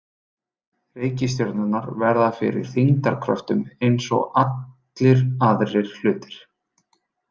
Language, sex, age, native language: Icelandic, male, 30-39, Icelandic